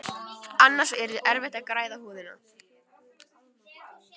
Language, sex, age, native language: Icelandic, female, 12, Icelandic